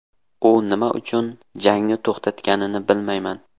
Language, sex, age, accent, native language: Uzbek, male, 18-24, Surxondaryo, Uzbek